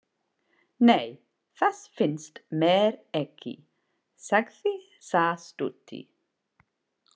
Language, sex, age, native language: Icelandic, female, 40-49, English